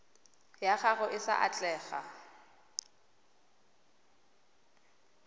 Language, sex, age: Tswana, female, 20